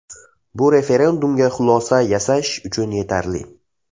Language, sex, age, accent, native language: Uzbek, male, 18-24, Andijon, Uzbek